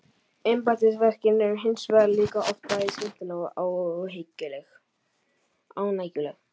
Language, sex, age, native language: Icelandic, male, 11, Icelandic